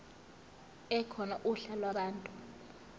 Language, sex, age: Zulu, female, 18